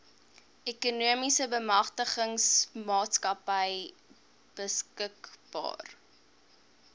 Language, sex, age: Afrikaans, female, 18